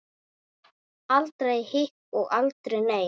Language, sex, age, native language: Icelandic, female, 8, Icelandic